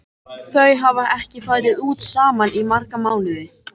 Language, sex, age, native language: Icelandic, female, 13, Icelandic